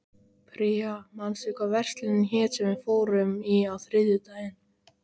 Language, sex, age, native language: Icelandic, male, 12, Icelandic